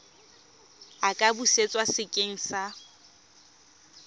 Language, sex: Tswana, female